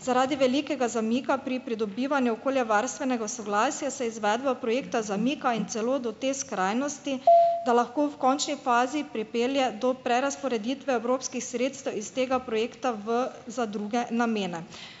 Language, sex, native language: Slovenian, female, Slovenian